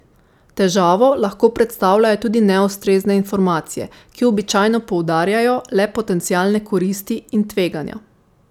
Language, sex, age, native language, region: Slovenian, female, 18-29, Slovenian, Savinja region